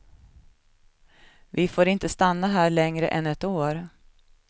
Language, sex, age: Swedish, female, 37